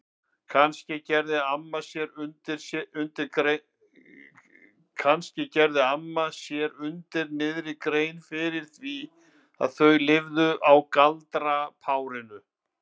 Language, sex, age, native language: Icelandic, male, 50-59, Icelandic